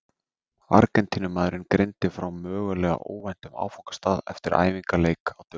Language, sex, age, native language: Icelandic, male, 30-39, Icelandic